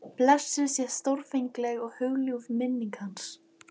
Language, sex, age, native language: Icelandic, female, 12, Icelandic